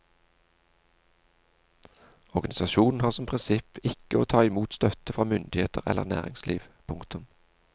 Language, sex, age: Norwegian, male, 40